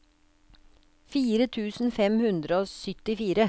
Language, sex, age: Norwegian, female, 56